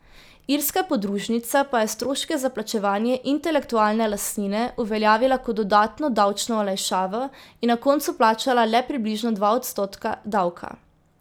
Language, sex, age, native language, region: Slovenian, female, 18-29, Slovenian, Drava region